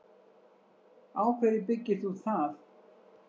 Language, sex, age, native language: Icelandic, female, 60-69, Icelandic